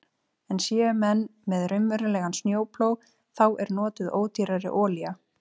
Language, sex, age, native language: Icelandic, female, 30-39, Icelandic